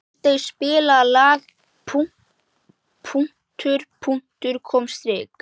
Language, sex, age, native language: Icelandic, male, 11, Icelandic